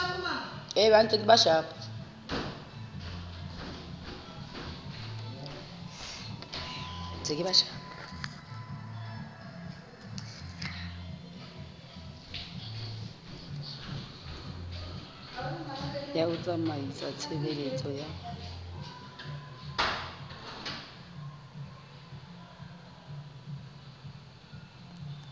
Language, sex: Southern Sotho, female